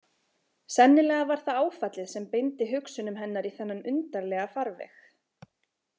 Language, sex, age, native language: Icelandic, female, 20-29, Icelandic